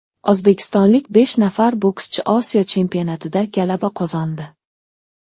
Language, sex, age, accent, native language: Uzbek, male, 19-29, Xorazm, Uzbek